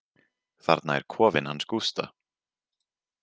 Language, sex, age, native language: Icelandic, male, 20-29, Icelandic